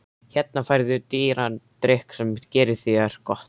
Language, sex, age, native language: Icelandic, male, 13, Icelandic